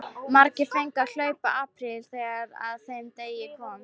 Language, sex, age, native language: Icelandic, female, 13, Icelandic